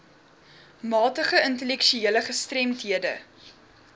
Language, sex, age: Afrikaans, female, 21